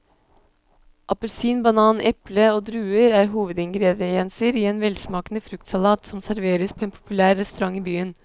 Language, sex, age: Norwegian, female, 26